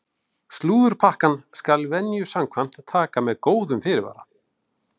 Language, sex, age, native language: Icelandic, male, 40-49, Icelandic